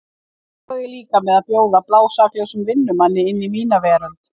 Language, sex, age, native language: Icelandic, female, 50-59, Icelandic